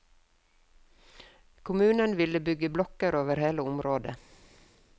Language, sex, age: Norwegian, female, 52